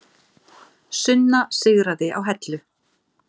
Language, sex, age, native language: Icelandic, female, 50-59, Icelandic